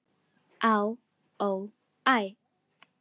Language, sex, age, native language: Icelandic, female, 10, Filipino